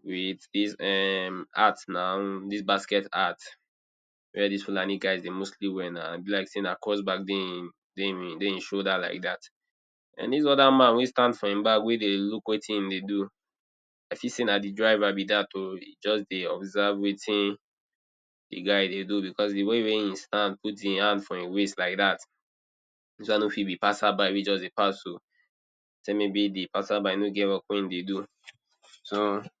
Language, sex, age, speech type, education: Nigerian Pidgin, male, 30-45, spontaneous, tertiary